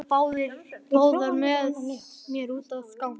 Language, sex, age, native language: Icelandic, male, 11, Icelandic